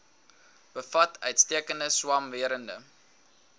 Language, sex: Afrikaans, male